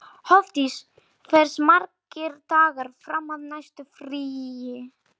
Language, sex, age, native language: Icelandic, male, 40-49, Polish